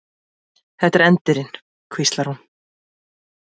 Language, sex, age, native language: Icelandic, female, 20-29, Icelandic